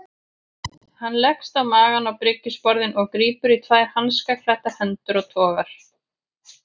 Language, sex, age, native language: Icelandic, female, 40-49, Icelandic